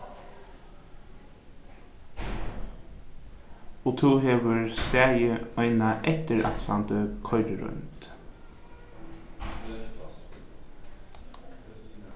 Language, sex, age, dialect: Faroese, male, 15-35, Norðuroyggjar